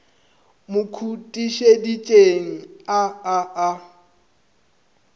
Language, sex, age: Northern Sotho, male, 25